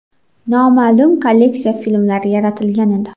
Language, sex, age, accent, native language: Uzbek, female, 18-24, Xorazm, Uzbek